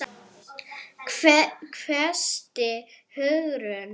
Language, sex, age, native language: Icelandic, female, 10, Arabic